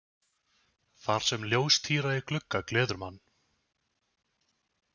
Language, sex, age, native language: Icelandic, male, 20-29, Icelandic